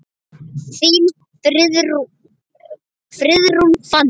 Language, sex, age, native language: Icelandic, male, 10, Icelandic